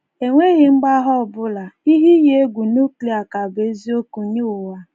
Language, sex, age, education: Igbo, female, 15-29, tertiary